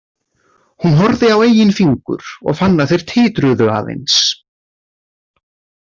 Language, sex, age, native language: Icelandic, male, 30-39, Icelandic